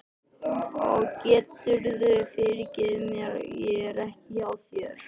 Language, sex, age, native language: Icelandic, male, 13, Icelandic